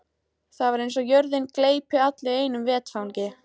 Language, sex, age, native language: Icelandic, female, 14, Icelandic